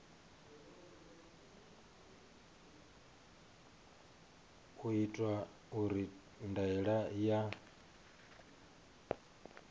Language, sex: Venda, male